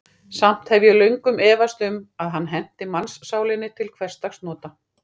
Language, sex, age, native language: Icelandic, female, 40-49, Icelandic